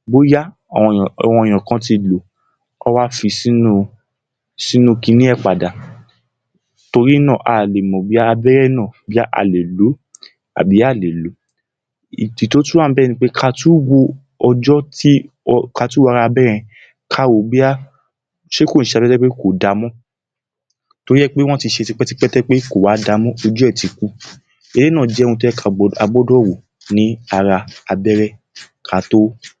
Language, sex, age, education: Yoruba, male, 15-29, tertiary